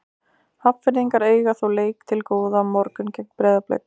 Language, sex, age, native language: Icelandic, female, 60-69, Icelandic